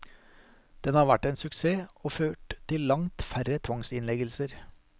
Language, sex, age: Norwegian, male, 43